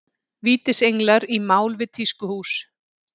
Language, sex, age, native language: Icelandic, female, 40-49, Icelandic